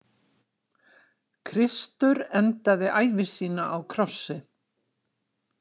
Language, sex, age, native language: Icelandic, female, 60-69, Icelandic